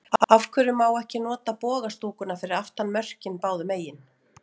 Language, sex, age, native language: Icelandic, female, 40-49, Icelandic